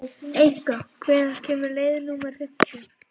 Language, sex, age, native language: Icelandic, male, 11, Icelandic